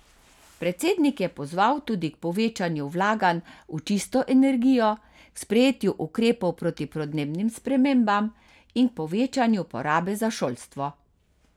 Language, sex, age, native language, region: Slovenian, female, 50-59, Slovenian, Carinthia region